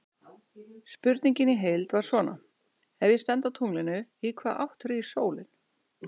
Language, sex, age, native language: Icelandic, female, 60-69, Icelandic